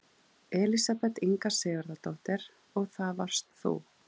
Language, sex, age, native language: Icelandic, female, 40-49, Icelandic